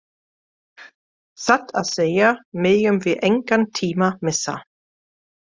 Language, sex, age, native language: Icelandic, female, 40-49, German